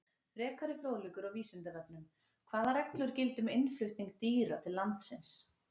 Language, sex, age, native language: Icelandic, female, 40-49, Icelandic